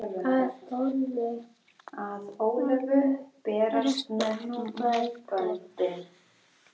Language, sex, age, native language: Icelandic, female, 8, Icelandic